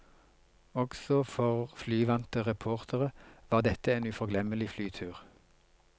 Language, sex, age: Norwegian, male, 42